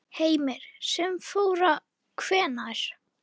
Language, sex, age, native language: Icelandic, female, 9, Icelandic